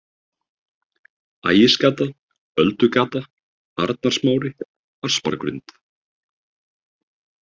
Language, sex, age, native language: Icelandic, male, 30-39, Icelandic